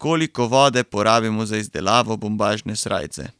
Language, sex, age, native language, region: Slovenian, male, 18-29, Slovenian, Carinthia region